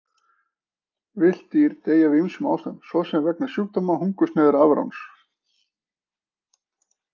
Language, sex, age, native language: Icelandic, male, 40-49, Icelandic